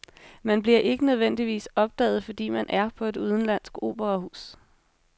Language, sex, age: Danish, female, 26